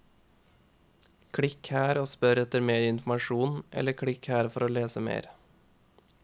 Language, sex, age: Norwegian, male, 21